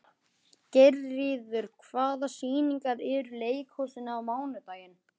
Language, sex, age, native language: Icelandic, male, 11, Icelandic